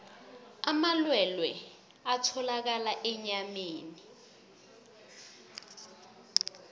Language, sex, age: South Ndebele, female, 22